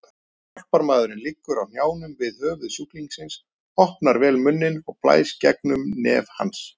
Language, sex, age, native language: Icelandic, male, 30-39, Icelandic